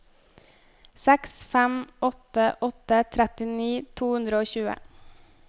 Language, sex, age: Norwegian, female, 25